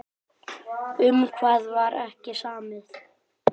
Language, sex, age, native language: Icelandic, male, 9, Icelandic